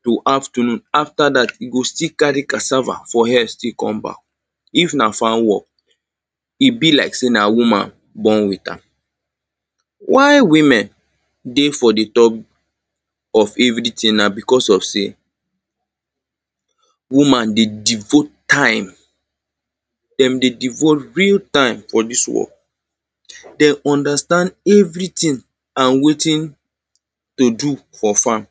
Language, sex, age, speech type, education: Nigerian Pidgin, male, 30-45, spontaneous, tertiary